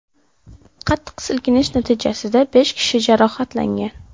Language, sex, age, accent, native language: Uzbek, female, 12-17, Farg'ona, Uzbek